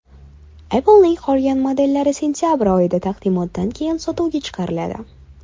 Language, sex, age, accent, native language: Uzbek, female, 19-29, Toshkent shahri, Uzbek